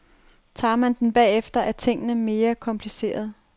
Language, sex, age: Danish, female, 30